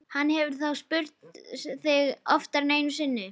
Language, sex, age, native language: Icelandic, female, 11, Icelandic